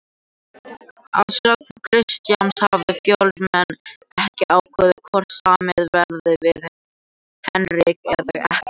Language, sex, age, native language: Icelandic, other, 18-19, Icelandic